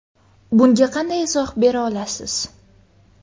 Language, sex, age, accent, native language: Uzbek, female, under 19, Qoraqalpog'iston, Uzbek